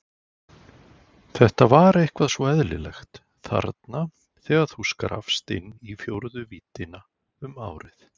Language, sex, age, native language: Icelandic, male, 40-49, Icelandic